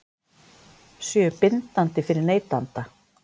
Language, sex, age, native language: Icelandic, female, 50-59, Icelandic